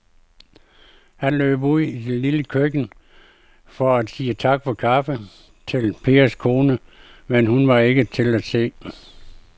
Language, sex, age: Danish, male, 52